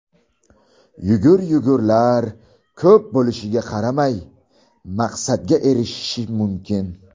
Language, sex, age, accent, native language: Uzbek, male, 19-29, Buxoro, Uzbek